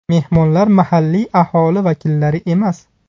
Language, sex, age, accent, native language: Uzbek, male, 30-39, Buxoro, Uzbek